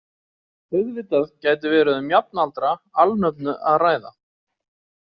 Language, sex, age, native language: Icelandic, male, 40-49, Icelandic